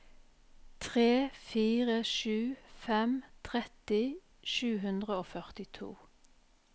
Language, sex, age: Norwegian, female, 44